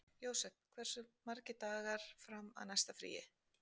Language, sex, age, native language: Icelandic, female, 40-49, Icelandic